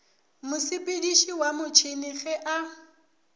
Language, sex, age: Northern Sotho, female, 24